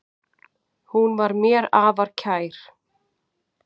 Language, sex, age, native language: Icelandic, female, 40-49, Icelandic